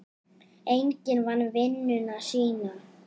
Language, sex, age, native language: Icelandic, male, 8, Icelandic